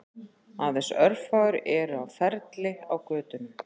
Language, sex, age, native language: Icelandic, female, 40-49, Icelandic